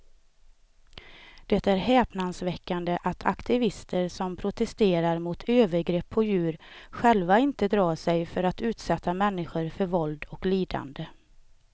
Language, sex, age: Swedish, female, 38